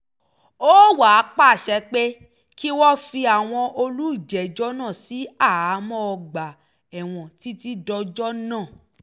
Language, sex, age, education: Yoruba, female, 15-29, tertiary